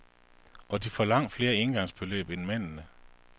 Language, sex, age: Danish, male, 48